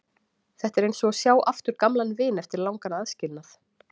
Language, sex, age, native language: Icelandic, female, 40-49, Icelandic